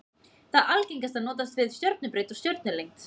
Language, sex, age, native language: Icelandic, female, 20-29, Icelandic